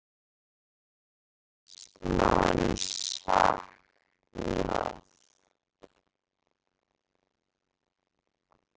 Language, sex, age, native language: Icelandic, female, 18-19, Icelandic